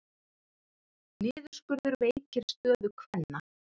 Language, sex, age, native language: Icelandic, female, 30-39, Icelandic